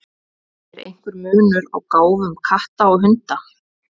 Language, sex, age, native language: Icelandic, female, 20-29, Icelandic